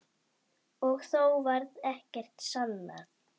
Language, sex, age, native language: Icelandic, female, 8, Icelandic